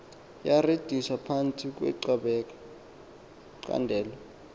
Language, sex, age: Xhosa, male, 19